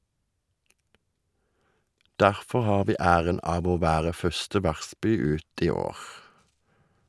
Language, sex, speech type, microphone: Norwegian, male, read, Shure